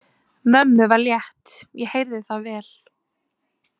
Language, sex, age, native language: Icelandic, female, 20-29, Icelandic